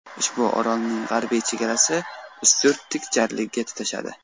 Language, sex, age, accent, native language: Uzbek, male, 18-24, Qashqadaryo, Uzbek